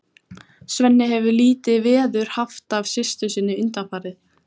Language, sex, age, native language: Icelandic, female, 14, Icelandic